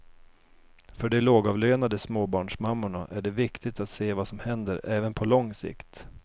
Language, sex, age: Swedish, male, 32